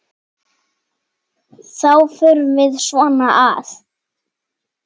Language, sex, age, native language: Icelandic, male, 7, Icelandic